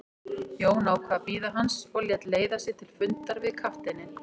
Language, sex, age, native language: Icelandic, female, 40-49, Icelandic